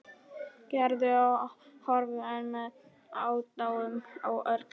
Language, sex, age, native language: Icelandic, male, 12, Polish